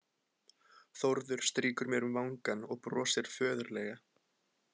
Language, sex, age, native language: Icelandic, male, 20-29, Icelandic